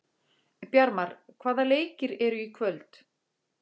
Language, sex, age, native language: Icelandic, female, 40-49, Icelandic